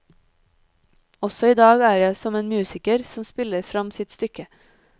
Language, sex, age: Norwegian, female, 30